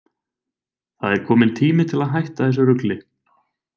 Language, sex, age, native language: Icelandic, male, 20-29, Icelandic